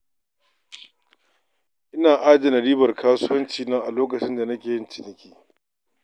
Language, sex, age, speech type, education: Hausa, male, 46-60, read, tertiary